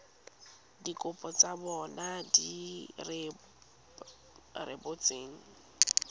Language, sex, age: Tswana, female, 19